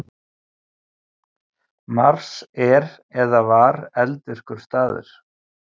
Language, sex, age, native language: Icelandic, male, 50-59, Icelandic